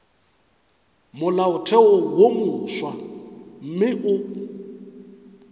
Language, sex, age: Northern Sotho, male, 35